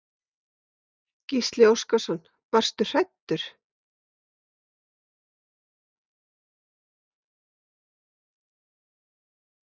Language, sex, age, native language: Icelandic, female, 50-59, Icelandic